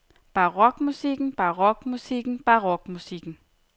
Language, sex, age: Danish, female, 30